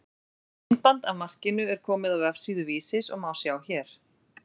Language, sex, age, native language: Icelandic, female, 40-49, Icelandic